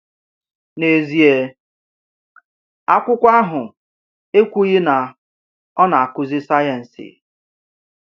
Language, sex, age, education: Igbo, male, 30-45, tertiary